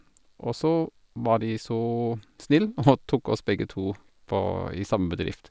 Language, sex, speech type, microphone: Norwegian, male, spontaneous, Sennheiser